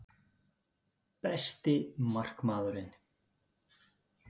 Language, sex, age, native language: Icelandic, male, 50-59, Icelandic